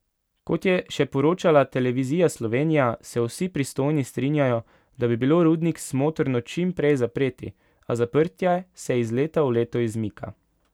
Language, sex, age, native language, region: Slovenian, male, 18-29, Slovenian, Pomurje region